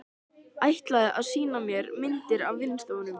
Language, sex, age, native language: Icelandic, male, 13, Icelandic